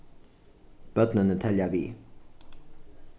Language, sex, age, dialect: Faroese, male, 15-35, Norðuroyggjar